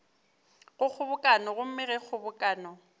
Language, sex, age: Northern Sotho, female, 29